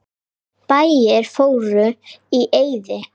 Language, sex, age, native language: Icelandic, female, 10, Icelandic